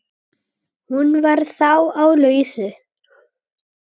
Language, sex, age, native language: Icelandic, male, 8, Icelandic